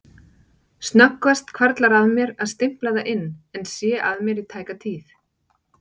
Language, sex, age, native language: Icelandic, female, 40-49, Icelandic